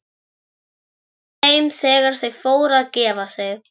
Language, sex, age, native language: Icelandic, male, 11, Icelandic